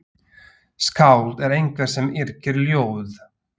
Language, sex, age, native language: Icelandic, male, 40-49, Slovak